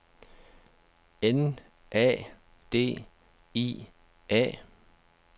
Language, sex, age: Danish, male, 49